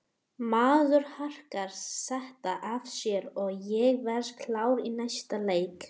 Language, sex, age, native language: Icelandic, female, 18-19, Icelandic